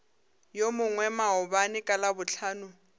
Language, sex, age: Northern Sotho, female, 22